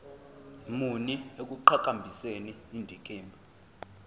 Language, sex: Zulu, male